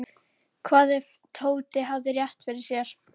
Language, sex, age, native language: Icelandic, female, 11, Icelandic